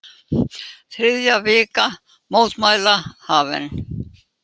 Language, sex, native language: Icelandic, female, Icelandic